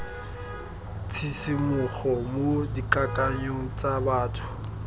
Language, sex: Tswana, male